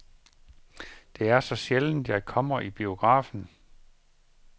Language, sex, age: Danish, male, 51